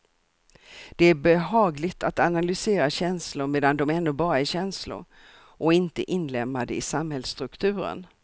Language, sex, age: Swedish, female, 64